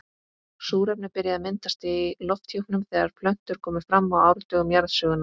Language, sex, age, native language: Icelandic, female, 18-19, Icelandic